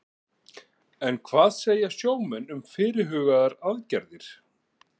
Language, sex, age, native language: Icelandic, male, 40-49, Icelandic